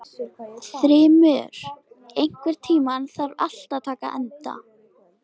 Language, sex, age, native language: Icelandic, female, 13, Icelandic